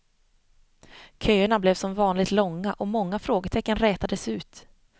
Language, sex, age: Swedish, female, 25